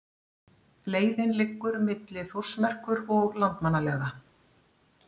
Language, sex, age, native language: Icelandic, female, 60-69, Icelandic